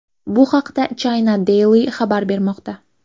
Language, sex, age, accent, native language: Uzbek, female, 18-24, Qashqadaryo, Uzbek